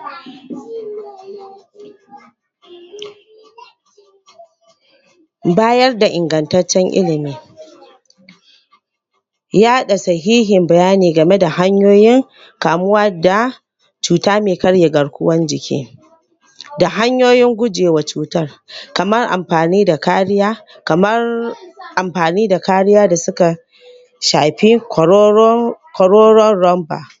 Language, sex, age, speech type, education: Hausa, female, 15-29, spontaneous, tertiary